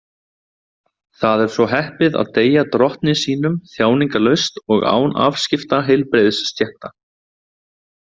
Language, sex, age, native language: Icelandic, male, 20-29, Icelandic